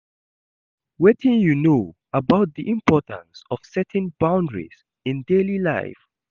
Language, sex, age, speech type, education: Nigerian Pidgin, male, 15-29, read, secondary